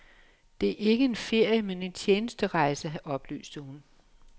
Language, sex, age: Danish, female, 56